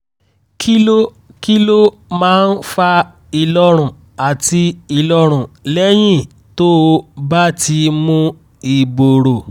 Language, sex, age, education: Yoruba, male, 15-29, tertiary